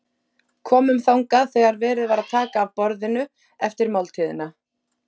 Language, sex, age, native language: Icelandic, female, 30-39, Icelandic